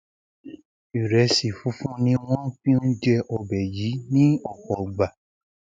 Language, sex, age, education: Yoruba, male, 60+, secondary